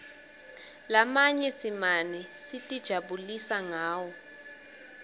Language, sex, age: Swati, female, 22